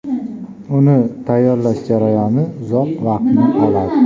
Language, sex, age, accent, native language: Uzbek, male, 25-34, Jizzax, Uzbek